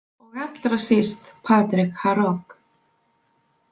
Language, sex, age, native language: Icelandic, female, 20-29, Icelandic